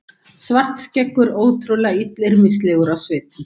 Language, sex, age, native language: Icelandic, female, 50-59, Icelandic